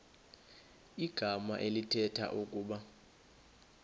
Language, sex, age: Xhosa, male, 21